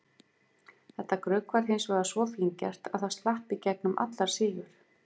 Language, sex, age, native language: Icelandic, female, 50-59, Icelandic